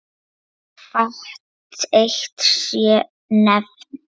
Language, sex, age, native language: Icelandic, female, 9, Lithuanian